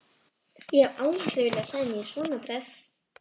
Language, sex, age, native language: Icelandic, female, 11, Icelandic